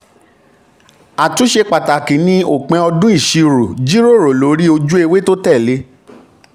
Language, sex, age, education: Yoruba, male, 30-45, tertiary